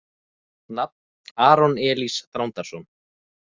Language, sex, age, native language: Icelandic, male, 20-29, Icelandic